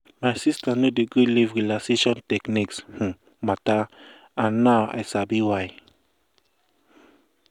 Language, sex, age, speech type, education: Nigerian Pidgin, male, 15-29, spontaneous, tertiary